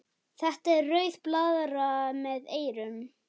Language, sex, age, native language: Icelandic, male, 11, Icelandic